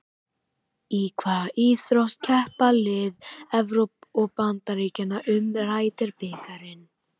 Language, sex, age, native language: Icelandic, male, 18-19, Icelandic